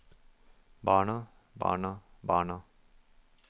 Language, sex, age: Norwegian, male, 24